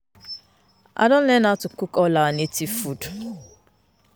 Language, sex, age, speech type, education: Nigerian Pidgin, female, 15-29, spontaneous, tertiary